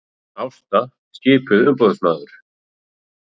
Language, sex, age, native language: Icelandic, male, 40-49, Icelandic